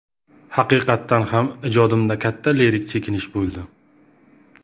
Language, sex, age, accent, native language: Uzbek, male, 25-34, Jizzax, Uzbek